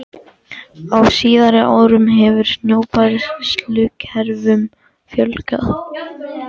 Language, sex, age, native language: Icelandic, male, 14, Icelandic